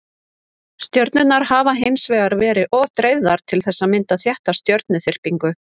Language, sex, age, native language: Icelandic, female, 30-39, Icelandic